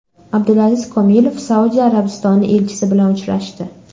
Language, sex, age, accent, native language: Uzbek, female, under 19, Samarqand, Uzbek